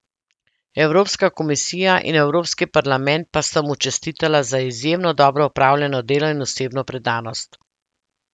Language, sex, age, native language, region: Slovenian, female, 50-59, Slovenian, Central Slovenia